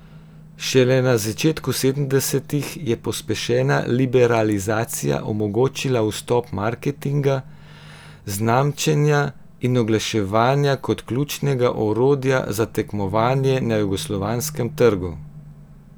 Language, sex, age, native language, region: Slovenian, female, 18-29, Slovenian, Gorenjska region